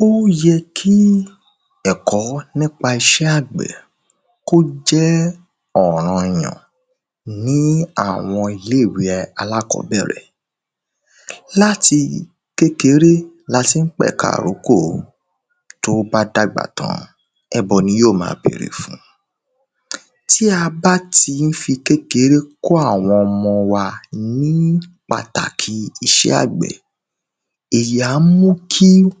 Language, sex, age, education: Yoruba, male, 15-29, tertiary